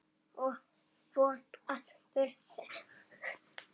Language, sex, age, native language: Icelandic, male, 7, Icelandic